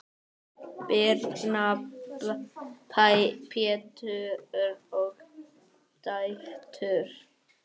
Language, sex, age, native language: Icelandic, male, 8, Icelandic